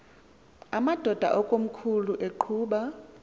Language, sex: Xhosa, female